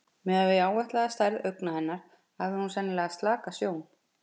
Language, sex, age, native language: Icelandic, female, 50-59, Icelandic